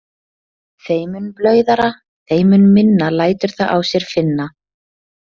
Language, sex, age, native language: Icelandic, female, 30-39, Icelandic